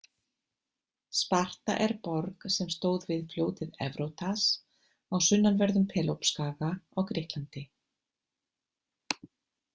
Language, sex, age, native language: Icelandic, female, 50-59, Icelandic